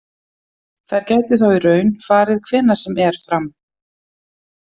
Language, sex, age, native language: Icelandic, female, 50-59, Icelandic